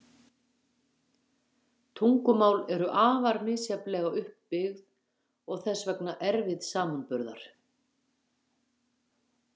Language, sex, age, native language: Icelandic, female, 50-59, Icelandic